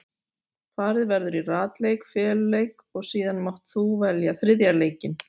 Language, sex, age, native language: Icelandic, female, 40-49, Icelandic